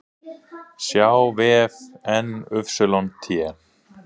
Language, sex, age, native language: Icelandic, male, 40-49, Icelandic